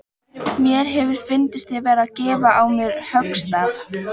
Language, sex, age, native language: Icelandic, female, 14, Icelandic